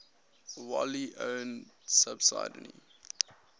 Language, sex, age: English, male, 19